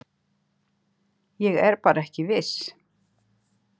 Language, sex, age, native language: Icelandic, female, 50-59, Icelandic